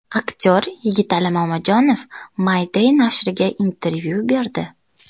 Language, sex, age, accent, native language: Uzbek, female, 19-29, Toshkent viloyati, Uzbek